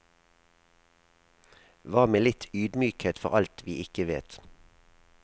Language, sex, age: Norwegian, male, 37